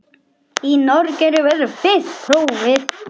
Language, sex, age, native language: Icelandic, male, 9, Icelandic